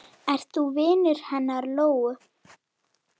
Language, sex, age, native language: Icelandic, female, 8, Icelandic